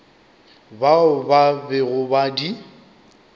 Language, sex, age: Northern Sotho, male, 25